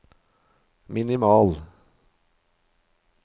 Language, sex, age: Norwegian, male, 53